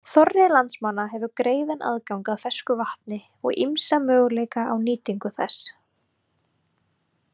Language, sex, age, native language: Icelandic, female, 30-39, Icelandic